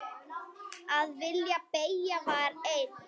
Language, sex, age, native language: Icelandic, male, 7, Icelandic